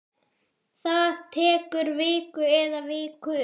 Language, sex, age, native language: Icelandic, female, 10, Icelandic